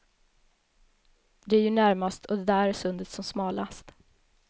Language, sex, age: Swedish, female, 21